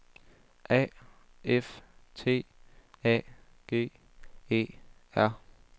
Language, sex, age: Danish, male, 18